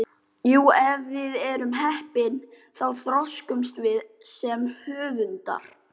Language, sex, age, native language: Icelandic, male, 12, Icelandic